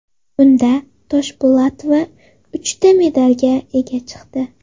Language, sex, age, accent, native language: Uzbek, female, 18-24, Qashqadaryo, Uzbek